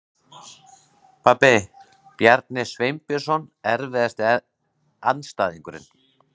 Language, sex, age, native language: Icelandic, male, 40-49, Icelandic